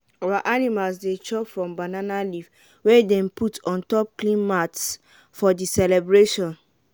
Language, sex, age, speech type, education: Nigerian Pidgin, female, 15-29, spontaneous, tertiary